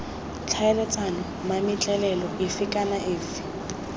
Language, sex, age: Tswana, female, 20